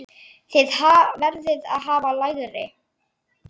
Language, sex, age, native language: Icelandic, female, 10, Icelandic